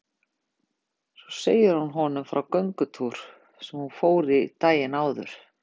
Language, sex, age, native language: Icelandic, female, 50-59, Icelandic